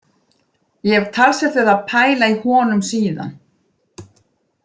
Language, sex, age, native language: Icelandic, female, 20-29, Icelandic